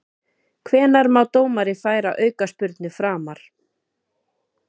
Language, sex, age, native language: Icelandic, female, 30-39, Icelandic